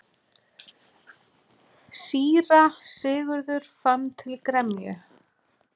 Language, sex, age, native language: Icelandic, female, 40-49, Icelandic